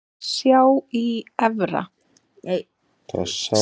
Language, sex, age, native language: Icelandic, female, 30-39, Icelandic